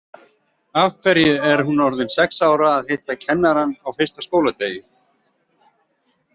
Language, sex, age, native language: Icelandic, male, 40-49, Icelandic